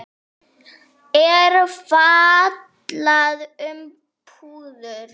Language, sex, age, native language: Icelandic, female, 8, Icelandic